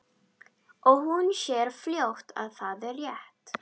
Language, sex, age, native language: Icelandic, female, 12, Icelandic